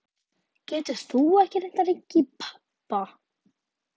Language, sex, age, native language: Icelandic, female, 11, Icelandic